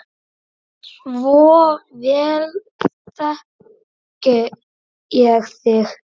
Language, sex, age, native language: Icelandic, male, 9, Icelandic